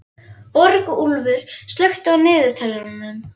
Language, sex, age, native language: Icelandic, female, 11, Icelandic